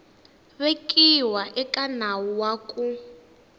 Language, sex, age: Tsonga, female, 19